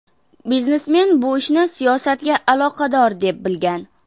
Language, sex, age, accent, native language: Uzbek, female, 19-29, Farg'ona, Uzbek